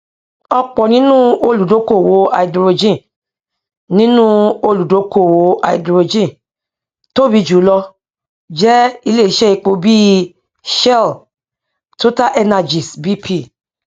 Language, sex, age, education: Yoruba, female, 46-60, tertiary